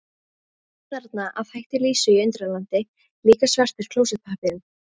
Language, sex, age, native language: Icelandic, female, 14, Icelandic